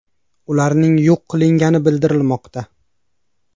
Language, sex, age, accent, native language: Uzbek, male, 19-29, Qashqadaryo, Uzbek